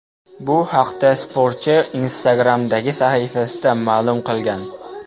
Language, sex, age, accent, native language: Uzbek, male, 12-17, Namangan, Uzbek